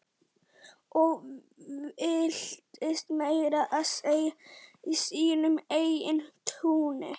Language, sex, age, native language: Icelandic, female, 11, Icelandic